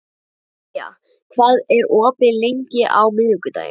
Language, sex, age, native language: Icelandic, male, 11, Icelandic